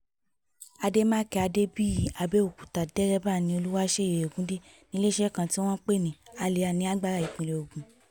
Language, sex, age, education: Yoruba, female, 15-29, tertiary